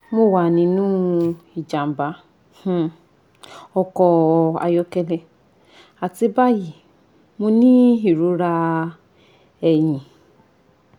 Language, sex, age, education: Yoruba, female, 15-29, tertiary